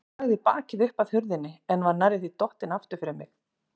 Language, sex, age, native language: Icelandic, female, 40-49, Icelandic